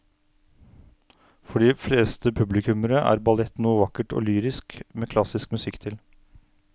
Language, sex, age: Norwegian, male, 49